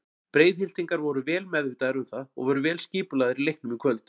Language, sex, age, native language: Icelandic, male, 40-49, Icelandic